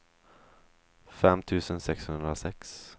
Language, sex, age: Swedish, male, 23